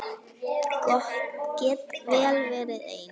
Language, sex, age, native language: Icelandic, female, 9, Icelandic